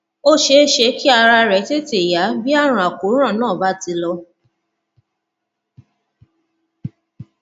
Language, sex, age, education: Yoruba, female, 30-45, tertiary